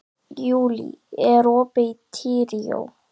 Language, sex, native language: Icelandic, male, Icelandic